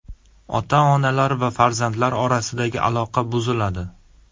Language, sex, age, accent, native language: Uzbek, male, 18-24, Surxondaryo, Uzbek